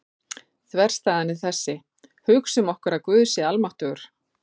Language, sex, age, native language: Icelandic, female, 40-49, Icelandic